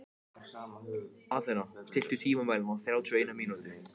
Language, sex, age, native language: Icelandic, male, 14, Icelandic